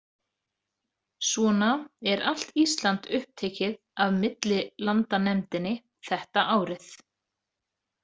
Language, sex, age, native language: Icelandic, female, 30-39, Icelandic